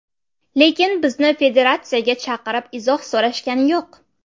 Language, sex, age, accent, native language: Uzbek, female, 18-24, Navoiy, Uzbek